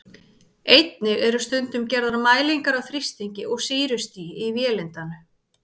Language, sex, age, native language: Icelandic, female, 30-39, Icelandic